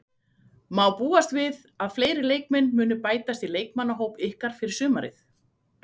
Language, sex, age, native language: Icelandic, female, 40-49, Icelandic